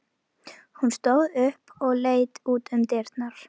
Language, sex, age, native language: Icelandic, female, 11, Icelandic